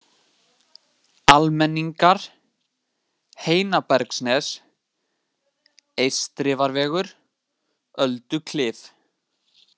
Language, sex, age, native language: Icelandic, male, 18-19, Icelandic